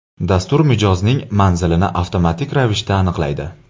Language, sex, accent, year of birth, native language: Uzbek, male, Andijon, 1999, Uzbek